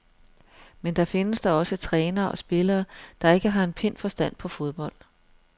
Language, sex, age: Danish, female, 42